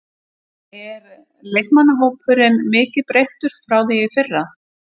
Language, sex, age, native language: Icelandic, female, 50-59, Icelandic